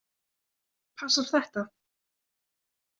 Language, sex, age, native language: Icelandic, female, 20-29, Icelandic